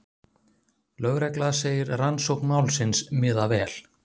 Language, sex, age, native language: Icelandic, male, 30-39, Icelandic